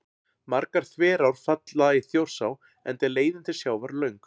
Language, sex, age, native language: Icelandic, male, 40-49, Icelandic